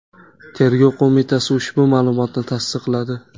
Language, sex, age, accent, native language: Uzbek, male, 18-24, Toshkent shahri, Uzbek